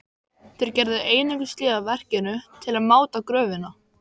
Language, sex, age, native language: Icelandic, male, 13, Icelandic